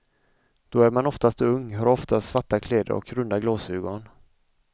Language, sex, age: Swedish, male, 35